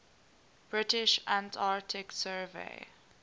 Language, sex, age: English, female, 19